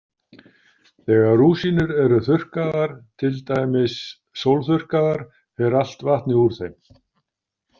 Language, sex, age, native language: Icelandic, male, 50-59, Icelandic